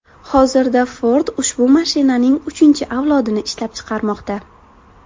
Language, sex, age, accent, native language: Uzbek, female, 18-24, Buxoro, Uzbek